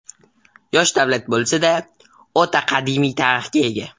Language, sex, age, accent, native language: Uzbek, male, 18-24, Toshkent shahri, Uzbek